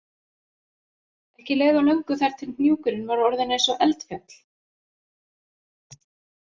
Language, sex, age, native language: Icelandic, female, 40-49, Icelandic